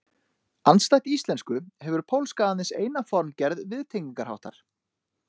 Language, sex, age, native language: Icelandic, male, 30-39, Icelandic